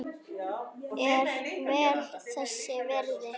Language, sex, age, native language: Icelandic, female, 9, Icelandic